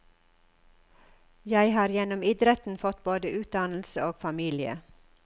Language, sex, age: Norwegian, female, 54